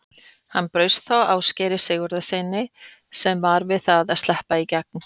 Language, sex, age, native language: Icelandic, female, 40-49, Icelandic